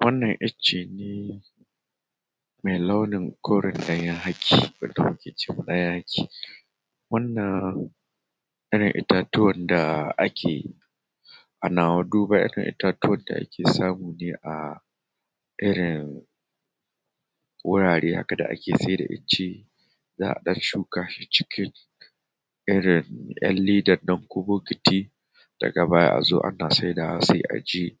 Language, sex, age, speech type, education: Hausa, male, 30-45, spontaneous, tertiary